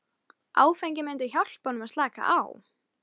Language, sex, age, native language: Icelandic, female, 11, Icelandic